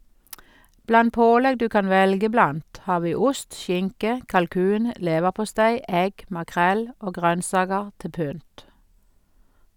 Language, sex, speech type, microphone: Norwegian, female, read, Sennheiser